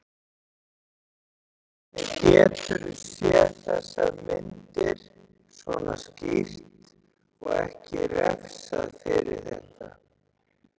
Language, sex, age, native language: Icelandic, male, 40-49, Icelandic